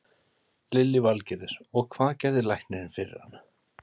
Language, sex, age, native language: Icelandic, male, 30-39, Icelandic